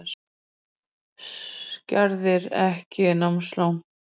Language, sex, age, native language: Icelandic, female, 40-49, Icelandic